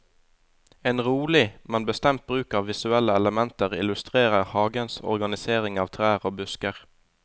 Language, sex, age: Norwegian, male, 20